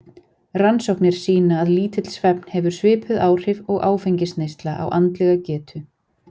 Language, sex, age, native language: Icelandic, female, 40-49, Icelandic